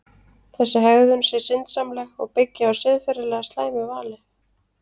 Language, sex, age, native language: Icelandic, female, 30-39, Icelandic